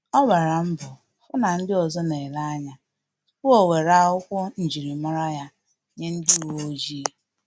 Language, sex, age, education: Igbo, female, 15-29, tertiary